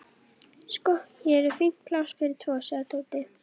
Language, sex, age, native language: Icelandic, female, 11, Icelandic